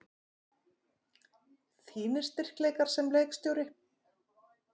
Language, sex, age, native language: Icelandic, female, 50-59, Icelandic